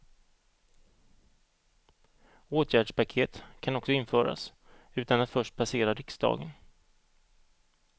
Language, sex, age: Swedish, male, 38